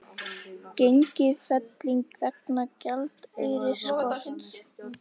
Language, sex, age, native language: Icelandic, female, 18-19, Icelandic